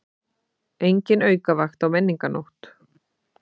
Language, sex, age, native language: Icelandic, female, 30-39, Icelandic